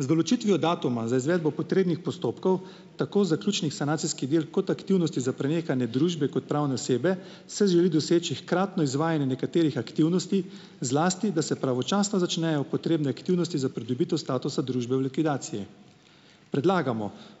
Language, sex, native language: Slovenian, male, Slovenian